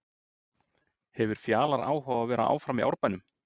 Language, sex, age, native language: Icelandic, male, 30-39, Icelandic